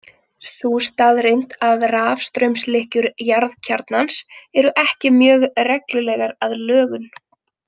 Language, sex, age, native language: Icelandic, female, 20-29, Icelandic